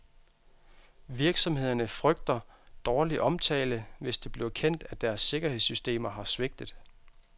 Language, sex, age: Danish, male, 32